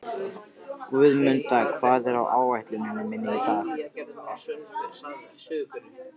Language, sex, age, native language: Icelandic, male, 13, Icelandic